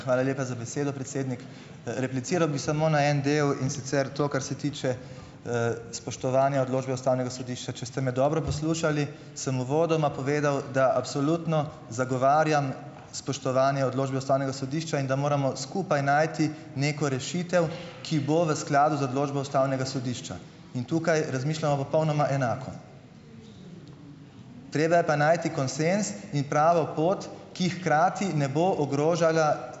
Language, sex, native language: Slovenian, male, Slovenian